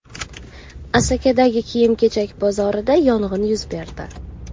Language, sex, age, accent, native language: Uzbek, female, 18-24, Toshkent shahri, Uzbek